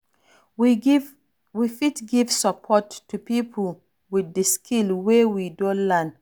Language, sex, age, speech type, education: Nigerian Pidgin, female, 46-60, read, tertiary